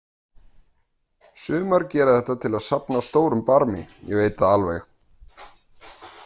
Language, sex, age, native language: Icelandic, male, 30-39, Icelandic